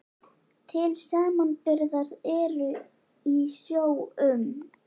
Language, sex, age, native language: Icelandic, female, 11, Icelandic